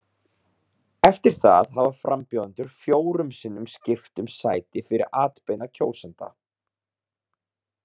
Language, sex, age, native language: Icelandic, male, 30-39, Icelandic